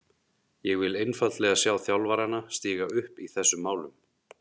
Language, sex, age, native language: Icelandic, male, 30-39, Icelandic